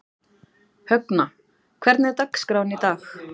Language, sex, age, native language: Icelandic, female, 40-49, Icelandic